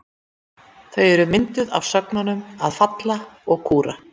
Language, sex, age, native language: Icelandic, female, 40-49, Icelandic